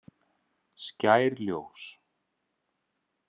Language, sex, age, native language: Icelandic, male, 30-39, Icelandic